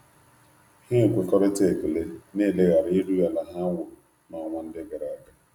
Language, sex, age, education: Igbo, male, 30-45, tertiary